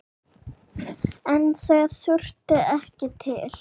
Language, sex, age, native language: Icelandic, male, 6, Icelandic